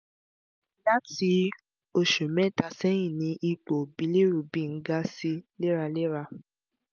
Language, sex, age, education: Yoruba, female, 15-29, tertiary